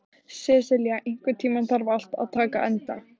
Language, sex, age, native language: Icelandic, female, 14, Icelandic